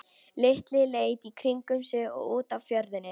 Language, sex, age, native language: Icelandic, female, 18-19, Polish